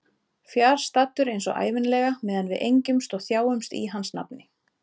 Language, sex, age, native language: Icelandic, female, 30-39, Icelandic